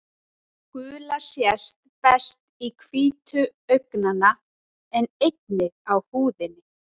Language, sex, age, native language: Icelandic, female, 30-39, Icelandic